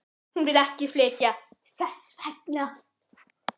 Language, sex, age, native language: Icelandic, female, 11, Icelandic